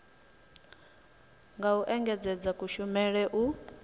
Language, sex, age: Venda, female, 26